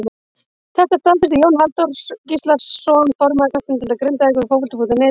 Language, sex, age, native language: Icelandic, female, 30-39, Icelandic